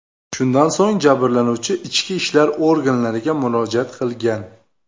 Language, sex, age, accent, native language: Uzbek, male, 25-34, Jizzax, Uzbek